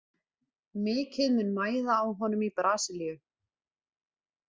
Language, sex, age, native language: Icelandic, female, 20-29, Icelandic